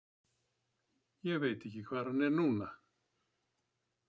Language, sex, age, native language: Icelandic, male, 70-79, Icelandic